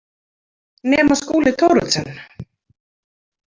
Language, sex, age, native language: Icelandic, female, 30-39, Icelandic